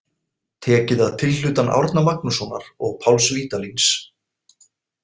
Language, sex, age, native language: Icelandic, male, 40-49, Icelandic